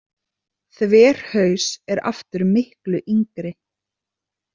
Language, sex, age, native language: Icelandic, female, 30-39, Icelandic